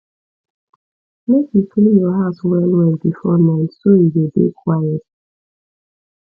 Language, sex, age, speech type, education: Nigerian Pidgin, female, 15-29, spontaneous, tertiary